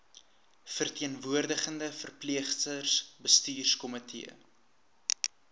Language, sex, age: Afrikaans, male, 19